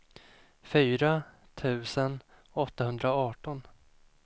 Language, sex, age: Swedish, male, 25